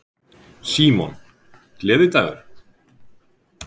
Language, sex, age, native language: Icelandic, male, 30-39, Icelandic